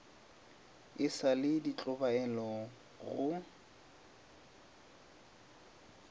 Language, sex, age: Northern Sotho, male, 23